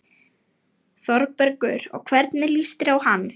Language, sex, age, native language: Icelandic, female, 18-19, Lithuanian